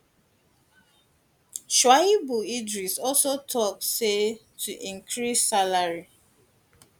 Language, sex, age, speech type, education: Nigerian Pidgin, female, 15-29, spontaneous, tertiary